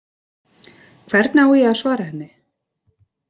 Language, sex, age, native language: Icelandic, female, 30-39, Icelandic